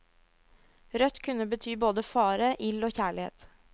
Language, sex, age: Norwegian, female, 22